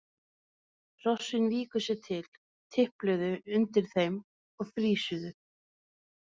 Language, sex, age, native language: Icelandic, female, 30-39, Norwegian